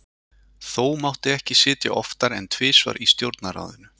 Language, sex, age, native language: Icelandic, male, 40-49, Icelandic